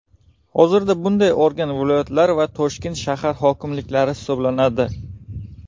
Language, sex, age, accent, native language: Uzbek, male, 19-29, Buxoro, Uzbek